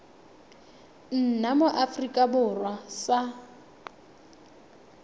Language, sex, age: Tswana, female, 21